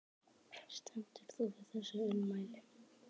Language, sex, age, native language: Icelandic, male, 10, Icelandic